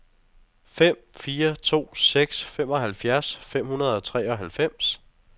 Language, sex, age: Danish, male, 23